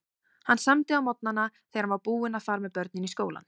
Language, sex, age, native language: Icelandic, female, 18-19, Icelandic